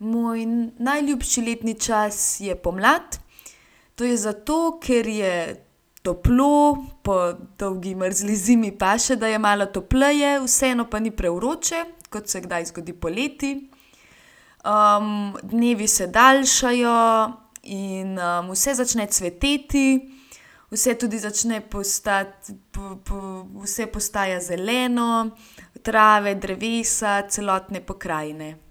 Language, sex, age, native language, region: Slovenian, female, 18-29, Slovenian, Gorenjska region